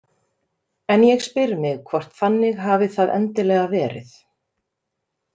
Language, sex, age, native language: Icelandic, female, 30-39, Icelandic